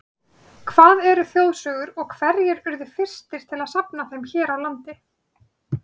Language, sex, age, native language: Icelandic, female, 30-39, Icelandic